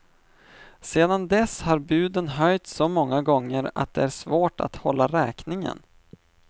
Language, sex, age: Swedish, male, 25